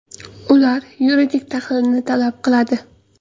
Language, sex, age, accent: Uzbek, female, 18-24, Qoraqalpog'iston